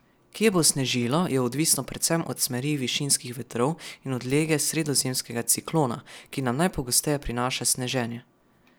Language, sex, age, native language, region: Slovenian, male, 12-17, Slovenian, Savinja region